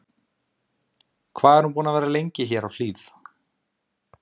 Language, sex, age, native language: Icelandic, male, 20-29, Icelandic